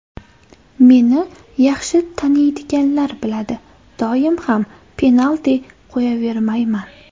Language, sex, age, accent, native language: Uzbek, female, 18-24, Toshkent shahri, Uzbek